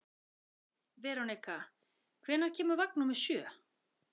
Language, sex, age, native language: Icelandic, female, 40-49, Icelandic